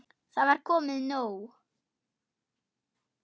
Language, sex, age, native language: Icelandic, female, 8, German